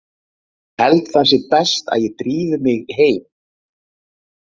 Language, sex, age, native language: Icelandic, male, 30-39, Icelandic